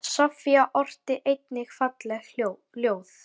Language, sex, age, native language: Icelandic, male, 9, Icelandic